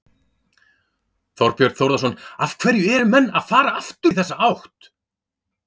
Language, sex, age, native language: Icelandic, male, 40-49, Icelandic